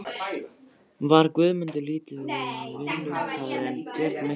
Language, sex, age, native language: Icelandic, male, 13, Icelandic